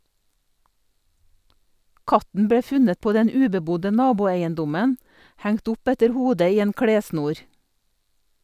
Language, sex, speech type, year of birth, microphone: Norwegian, female, read, 1962, Sennheiser